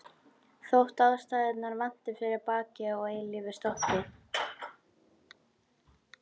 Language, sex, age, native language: Icelandic, female, 12, Icelandic